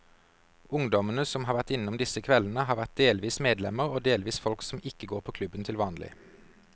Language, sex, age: Norwegian, male, 32